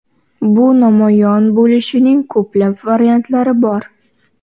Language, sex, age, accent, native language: Uzbek, female, 12-17, Qoraqalpog'iston, Uzbek